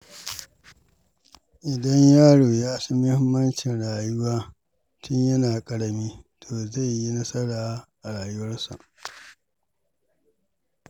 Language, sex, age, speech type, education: Hausa, male, 46-60, read, secondary